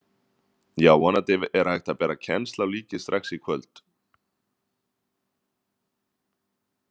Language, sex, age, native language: Icelandic, male, 30-39, Icelandic